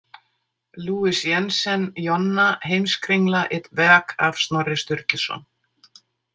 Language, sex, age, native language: Icelandic, female, 60-69, Icelandic